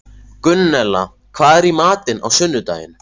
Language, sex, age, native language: Icelandic, male, 14, Icelandic